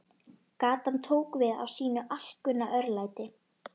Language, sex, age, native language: Icelandic, female, 12, Icelandic